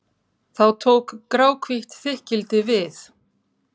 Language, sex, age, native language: Icelandic, female, 30-39, Icelandic